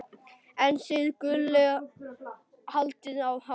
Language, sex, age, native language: Icelandic, male, 10, Icelandic